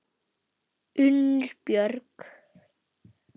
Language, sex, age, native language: Icelandic, male, 10, Icelandic